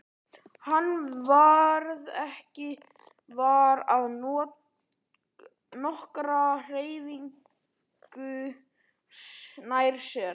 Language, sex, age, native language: Icelandic, male, 11, Icelandic